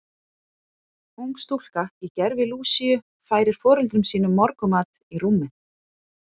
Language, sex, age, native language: Icelandic, female, 40-49, Icelandic